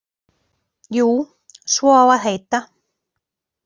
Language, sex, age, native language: Icelandic, female, 40-49, Icelandic